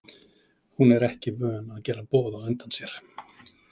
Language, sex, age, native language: Icelandic, male, 30-39, Icelandic